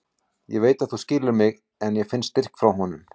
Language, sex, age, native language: Icelandic, male, 40-49, Icelandic